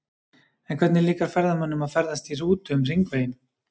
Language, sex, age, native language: Icelandic, male, 30-39, Icelandic